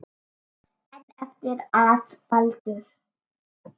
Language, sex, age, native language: Icelandic, male, 7, Icelandic